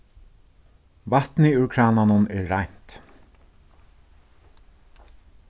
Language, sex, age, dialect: Faroese, male, 36-60, Suðurstreymoy